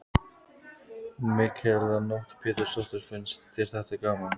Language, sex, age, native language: Icelandic, male, 15, Icelandic